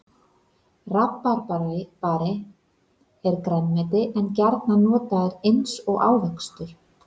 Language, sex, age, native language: Icelandic, female, 30-39, Icelandic